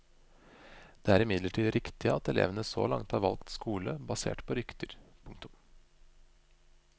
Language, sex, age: Norwegian, male, 25